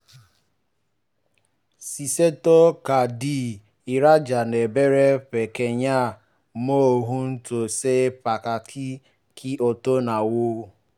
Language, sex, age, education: Yoruba, male, 15-29, tertiary